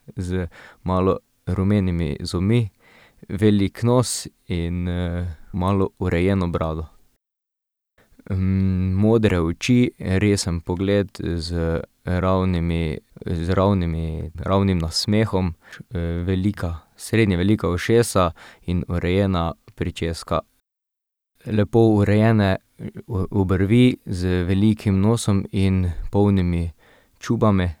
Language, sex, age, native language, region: Slovenian, male, 18-29, Slovenian, Drava region